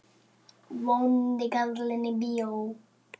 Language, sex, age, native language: Icelandic, male, 7, Icelandic